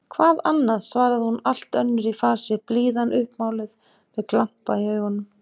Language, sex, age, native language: Icelandic, female, 50-59, Icelandic